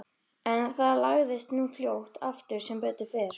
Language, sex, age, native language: Icelandic, female, 13, Icelandic